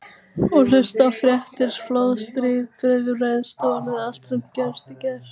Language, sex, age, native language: Icelandic, female, 18-19, Icelandic